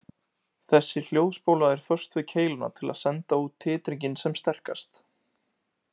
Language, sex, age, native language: Icelandic, male, 20-29, Icelandic